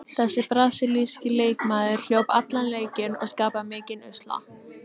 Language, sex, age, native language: Icelandic, female, 18-19, Icelandic